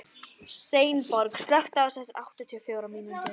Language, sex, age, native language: Icelandic, female, 12, Icelandic